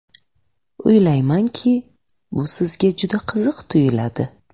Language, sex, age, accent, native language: Uzbek, female, 25-34, Buxoro, Uzbek